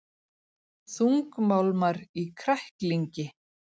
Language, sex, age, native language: Icelandic, female, 40-49, Icelandic